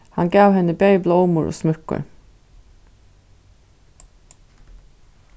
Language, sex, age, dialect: Faroese, female, 36-60, Suðuroy